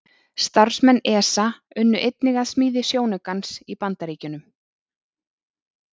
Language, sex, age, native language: Icelandic, female, 30-39, Icelandic